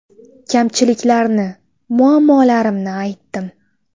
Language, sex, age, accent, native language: Uzbek, female, 19-29, Toshkent shahri, Uzbek